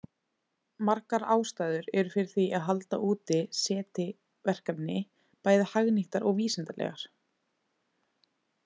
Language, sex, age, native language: Icelandic, female, 20-29, Icelandic